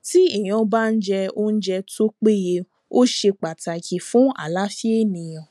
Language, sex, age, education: Yoruba, female, 15-29, tertiary